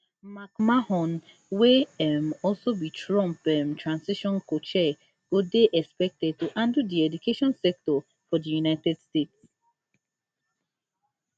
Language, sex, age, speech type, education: Nigerian Pidgin, female, 15-29, spontaneous, tertiary